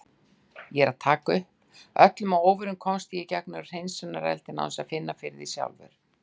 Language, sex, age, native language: Icelandic, female, 60-69, Icelandic